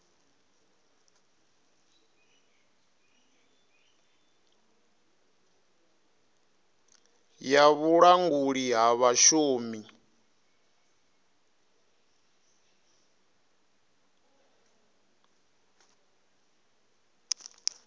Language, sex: Venda, male